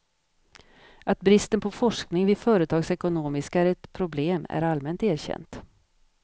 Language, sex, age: Swedish, female, 50